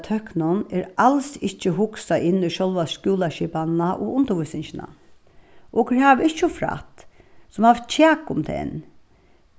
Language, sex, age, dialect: Faroese, female, 36-60, Suðuroy